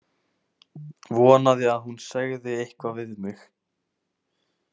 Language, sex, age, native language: Icelandic, male, 18-19, Icelandic